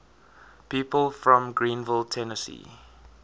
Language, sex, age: English, male, 20